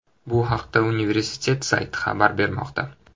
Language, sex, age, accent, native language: Uzbek, male, 18-24, Toshkent shahri, Uzbek